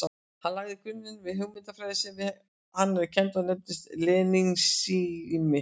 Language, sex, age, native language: Icelandic, female, 60-69, Icelandic